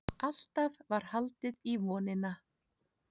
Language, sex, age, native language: Icelandic, female, 7, Icelandic